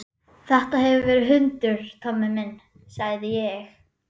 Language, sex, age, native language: Icelandic, female, 11, Icelandic